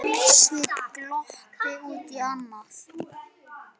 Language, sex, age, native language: Icelandic, male, 8, Icelandic